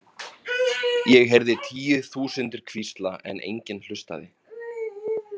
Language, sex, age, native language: Icelandic, male, 30-39, Icelandic